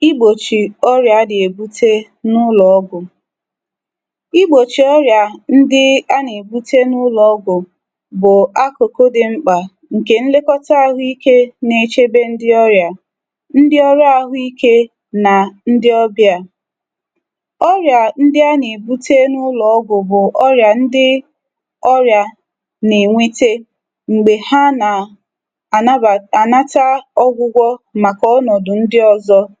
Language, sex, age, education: Igbo, female, 30-45, tertiary